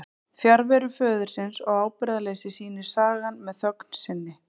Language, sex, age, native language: Icelandic, female, 30-39, Icelandic